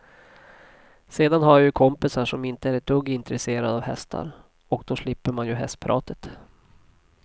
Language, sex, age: Swedish, male, 40